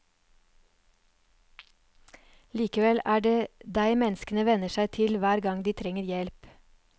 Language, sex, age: Norwegian, female, 39